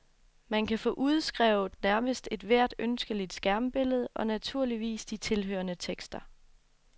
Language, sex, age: Danish, female, 24